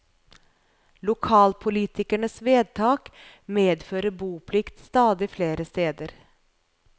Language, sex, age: Norwegian, female, 41